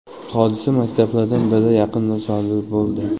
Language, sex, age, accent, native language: Uzbek, male, 18-24, Jizzax, Uzbek